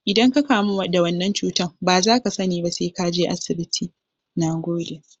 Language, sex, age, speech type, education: Hausa, female, 15-29, spontaneous, tertiary